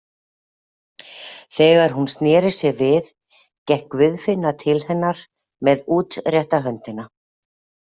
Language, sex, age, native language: Icelandic, female, 40-49, Icelandic